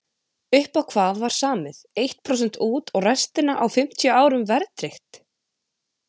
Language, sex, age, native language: Icelandic, female, 20-29, Icelandic